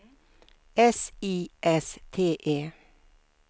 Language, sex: Swedish, female